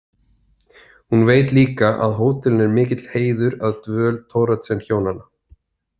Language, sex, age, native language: Icelandic, male, 30-39, Icelandic